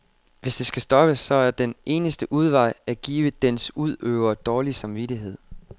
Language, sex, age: Danish, male, 25